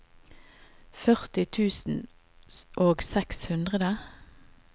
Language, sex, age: Norwegian, female, 50